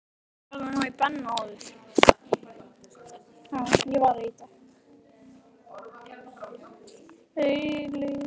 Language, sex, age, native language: Icelandic, male, 12, Icelandic